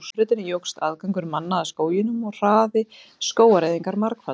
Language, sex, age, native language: Icelandic, female, 20-29, Icelandic